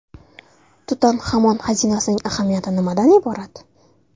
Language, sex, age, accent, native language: Uzbek, female, 19-29, Toshkent shahri, Uzbek